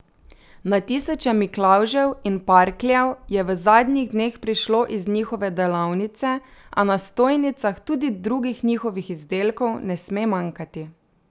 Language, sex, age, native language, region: Slovenian, female, 30-49, Slovenian, Drava region